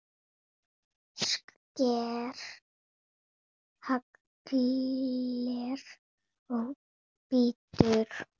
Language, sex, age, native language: Icelandic, female, 8, Spanish